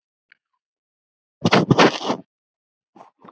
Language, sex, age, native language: Icelandic, female, 10, Icelandic